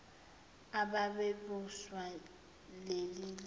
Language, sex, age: Zulu, female, 24